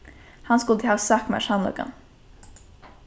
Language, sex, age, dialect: Faroese, female, 15-35, Norðuroyggjar